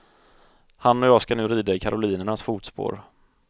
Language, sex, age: Swedish, male, 30